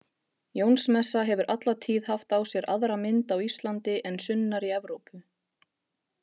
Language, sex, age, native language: Icelandic, female, 30-39, Icelandic